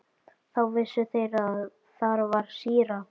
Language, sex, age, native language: Icelandic, female, 12, Icelandic